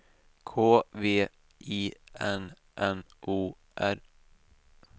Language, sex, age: Swedish, male, 28